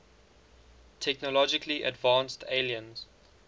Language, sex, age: English, male, 19